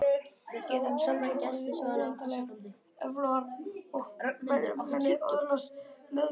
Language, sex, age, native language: Icelandic, male, 12, Icelandic